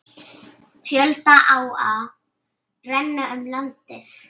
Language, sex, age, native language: Icelandic, female, 8, Icelandic